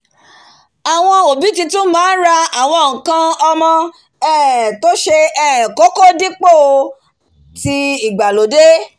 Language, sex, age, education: Yoruba, female, 46-60, tertiary